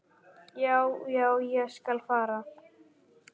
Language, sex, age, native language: Icelandic, male, 10, Icelandic